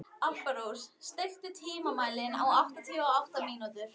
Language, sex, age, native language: Icelandic, female, 11, Icelandic